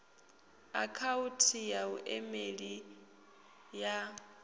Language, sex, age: Venda, female, 22